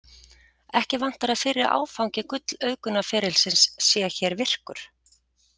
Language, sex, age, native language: Icelandic, female, 40-49, Icelandic